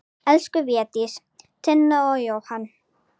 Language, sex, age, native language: Icelandic, female, 9, Icelandic